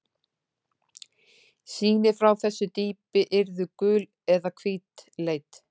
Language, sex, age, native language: Icelandic, female, 40-49, Icelandic